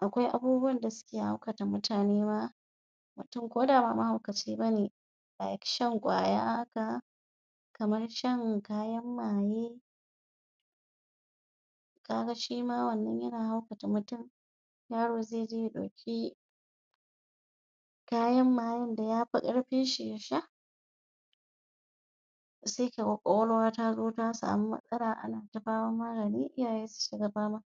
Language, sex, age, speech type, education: Hausa, female, 46-60, spontaneous, tertiary